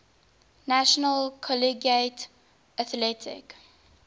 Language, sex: English, female